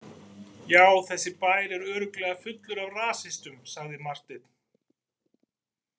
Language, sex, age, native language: Icelandic, male, 40-49, Icelandic